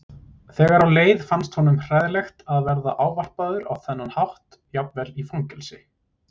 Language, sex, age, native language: Icelandic, male, 30-39, Icelandic